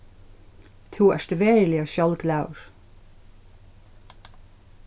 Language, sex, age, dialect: Faroese, female, 61+, Suðurstreymoy